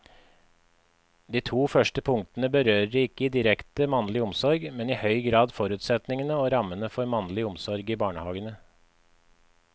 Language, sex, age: Norwegian, male, 53